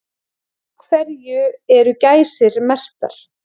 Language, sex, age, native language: Icelandic, female, 40-49, Icelandic